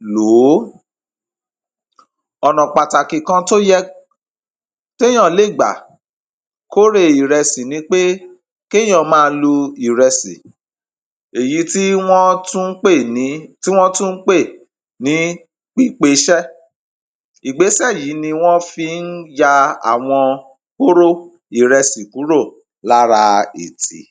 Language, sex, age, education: Yoruba, male, 30-45, primary